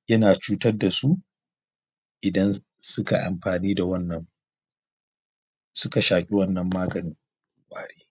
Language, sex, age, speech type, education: Hausa, male, 30-45, spontaneous, primary